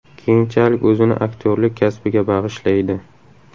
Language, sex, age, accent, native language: Uzbek, male, 18-24, Samarqand, Uzbek